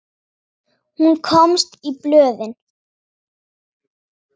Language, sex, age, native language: Icelandic, female, 9, Icelandic